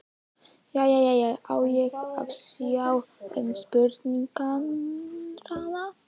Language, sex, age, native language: Icelandic, male, 11, Icelandic